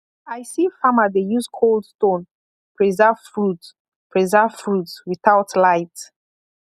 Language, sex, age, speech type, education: Nigerian Pidgin, female, 15-29, spontaneous, tertiary